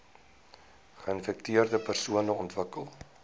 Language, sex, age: Afrikaans, male, 19